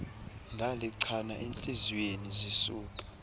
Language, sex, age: Xhosa, male, 20